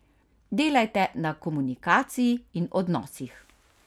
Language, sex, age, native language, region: Slovenian, female, 50-59, Slovenian, Carinthia region